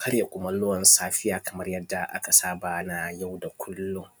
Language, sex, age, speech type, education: Hausa, male, 15-29, spontaneous, tertiary